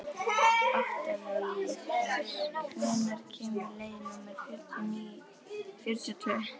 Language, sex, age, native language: Icelandic, female, 11, Icelandic